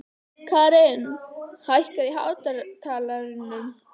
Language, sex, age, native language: Icelandic, female, 11, Icelandic